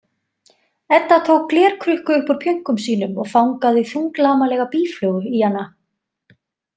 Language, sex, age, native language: Icelandic, female, 20-29, Icelandic